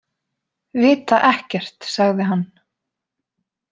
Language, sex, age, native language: Icelandic, female, 20-29, Icelandic